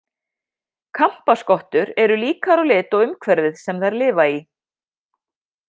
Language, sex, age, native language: Icelandic, female, 50-59, Icelandic